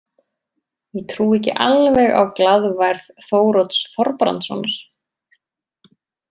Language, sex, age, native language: Icelandic, female, 30-39, Icelandic